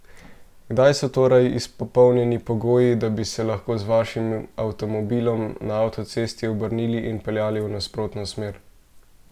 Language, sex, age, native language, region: Slovenian, male, 18-29, Slovenian, Central Slovenia